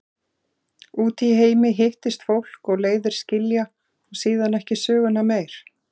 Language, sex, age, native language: Icelandic, female, 40-49, Icelandic